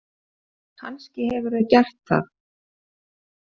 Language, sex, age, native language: Icelandic, female, 50-59, Icelandic